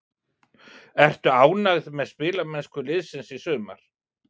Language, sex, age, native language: Icelandic, male, 40-49, Icelandic